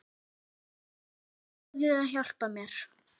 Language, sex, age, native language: Icelandic, female, 9, Icelandic